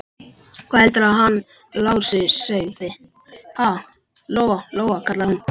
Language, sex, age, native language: Icelandic, male, 11, Icelandic